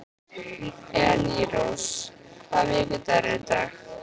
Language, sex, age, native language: Icelandic, female, 15, Icelandic